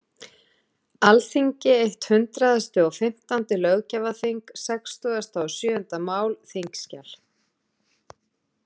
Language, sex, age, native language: Icelandic, female, 50-59, Icelandic